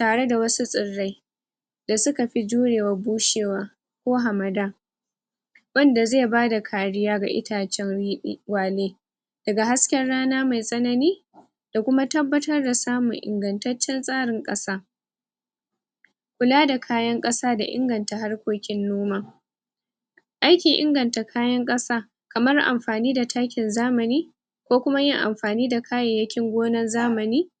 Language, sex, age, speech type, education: Hausa, female, 15-29, spontaneous, tertiary